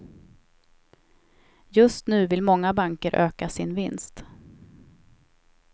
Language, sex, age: Swedish, female, 28